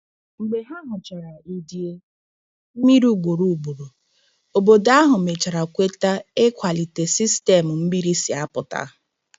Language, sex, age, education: Igbo, female, 30-45, tertiary